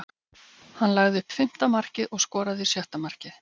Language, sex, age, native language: Icelandic, female, 50-59, Icelandic